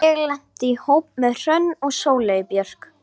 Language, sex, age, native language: Icelandic, female, 11, Icelandic